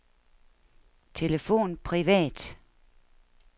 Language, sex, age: Danish, female, 69